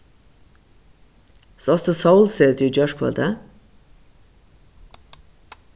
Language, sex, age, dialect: Faroese, female, 36-60, Suðurstreymoy